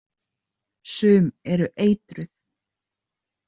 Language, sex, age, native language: Icelandic, female, 30-39, Icelandic